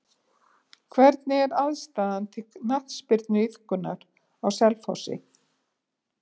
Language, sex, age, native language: Icelandic, female, 70-79, Icelandic